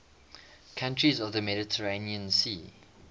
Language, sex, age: English, male, 21